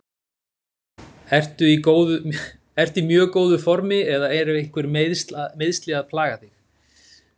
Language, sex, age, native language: Icelandic, male, 40-49, Icelandic